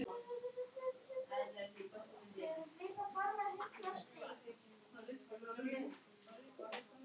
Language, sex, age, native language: Icelandic, other, 11, Icelandic